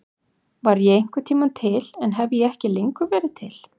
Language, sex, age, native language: Icelandic, female, 40-49, Icelandic